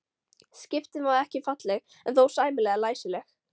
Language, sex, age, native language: Icelandic, female, 13, Icelandic